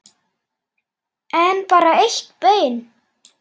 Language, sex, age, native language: Icelandic, male, 8, Icelandic